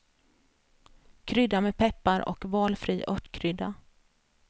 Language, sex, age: Swedish, female, 33